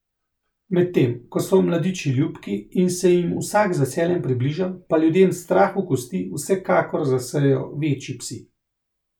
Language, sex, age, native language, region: Slovenian, male, 30-49, Slovenian, Central Slovenia